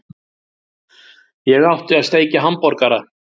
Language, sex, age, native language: Icelandic, male, 60-69, Icelandic